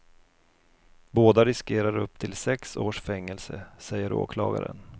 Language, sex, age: Swedish, male, 32